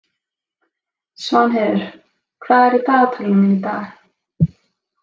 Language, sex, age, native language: Icelandic, female, 20-29, Icelandic